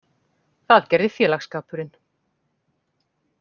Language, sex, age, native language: Icelandic, female, 40-49, Icelandic